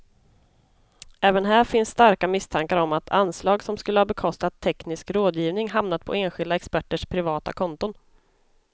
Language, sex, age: Swedish, female, 25